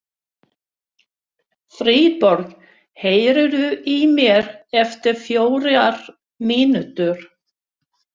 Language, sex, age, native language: Icelandic, female, 60-69, Swedish